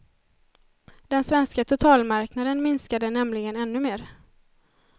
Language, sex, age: Swedish, female, 20